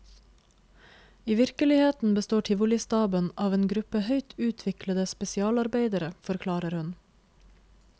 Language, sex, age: Norwegian, female, 26